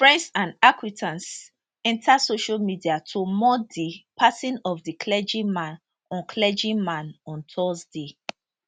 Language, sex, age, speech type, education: Nigerian Pidgin, female, 30-45, spontaneous, tertiary